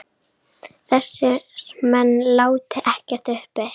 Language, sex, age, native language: Icelandic, female, 9, Icelandic